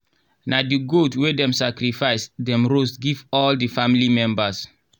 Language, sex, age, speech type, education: Nigerian Pidgin, male, 30-45, spontaneous, tertiary